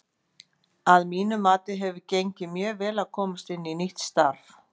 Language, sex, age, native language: Icelandic, female, 50-59, Icelandic